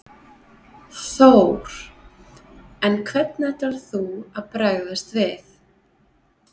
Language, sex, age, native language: Icelandic, female, 30-39, Icelandic